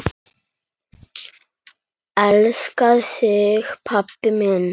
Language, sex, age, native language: Icelandic, male, 9, Icelandic